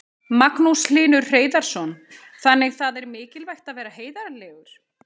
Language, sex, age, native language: Icelandic, female, 30-39, Icelandic